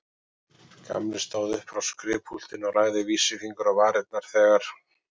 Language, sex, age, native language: Icelandic, male, 40-49, Icelandic